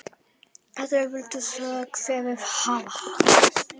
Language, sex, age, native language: Icelandic, male, 10, Icelandic